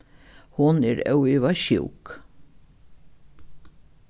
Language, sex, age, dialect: Faroese, female, 36-60, Norðuroyggjar